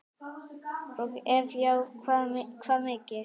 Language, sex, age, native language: Icelandic, female, 9, Icelandic